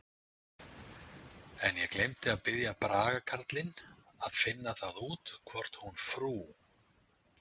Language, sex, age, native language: Icelandic, male, 60-69, Icelandic